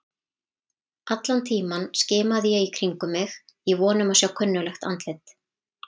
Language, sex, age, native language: Icelandic, female, 30-39, Icelandic